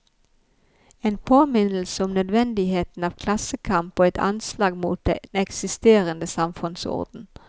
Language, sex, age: Norwegian, female, 51